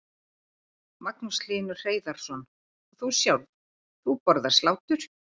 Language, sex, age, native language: Icelandic, female, 50-59, Icelandic